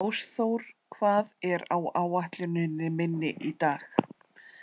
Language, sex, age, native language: Icelandic, female, 30-39, Icelandic